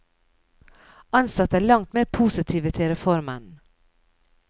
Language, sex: Norwegian, female